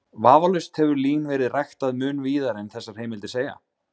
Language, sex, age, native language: Icelandic, male, 20-29, Icelandic